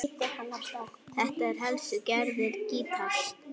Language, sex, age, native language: Icelandic, female, 9, Icelandic